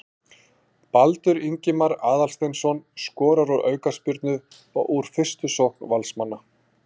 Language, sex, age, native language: Icelandic, male, 40-49, Icelandic